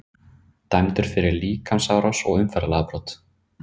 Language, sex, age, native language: Icelandic, male, 30-39, Icelandic